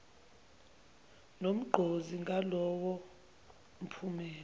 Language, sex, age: Zulu, female, 22